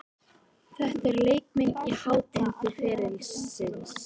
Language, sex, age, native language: Icelandic, female, 18-19, Icelandic